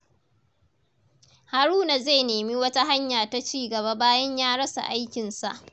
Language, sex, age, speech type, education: Hausa, female, 30-45, read, tertiary